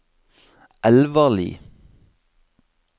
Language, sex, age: Norwegian, male, 26